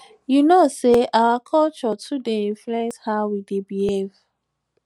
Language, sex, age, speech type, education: Nigerian Pidgin, female, 15-29, spontaneous, tertiary